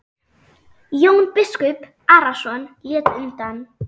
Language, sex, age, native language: Icelandic, female, 10, Icelandic